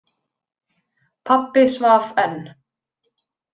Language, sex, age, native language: Icelandic, female, 20-29, Icelandic